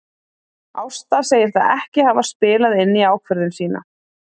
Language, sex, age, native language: Icelandic, female, 40-49, Icelandic